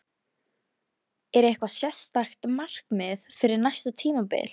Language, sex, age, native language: Icelandic, female, 13, Icelandic